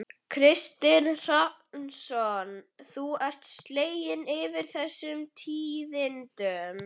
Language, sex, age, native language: Icelandic, male, 11, Icelandic